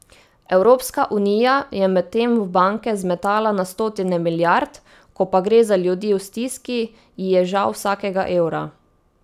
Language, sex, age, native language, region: Slovenian, female, 18-29, Slovenian, Savinja region